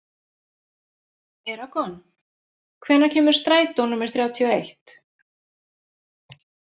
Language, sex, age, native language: Icelandic, female, 40-49, Icelandic